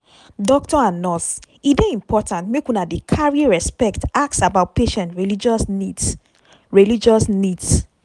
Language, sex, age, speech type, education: Nigerian Pidgin, female, 30-45, spontaneous, tertiary